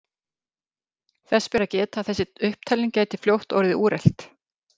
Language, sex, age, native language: Icelandic, female, 50-59, Icelandic